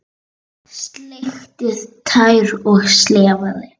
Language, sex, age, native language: Icelandic, female, 8, Icelandic